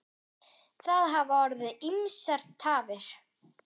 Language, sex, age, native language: Icelandic, female, 10, German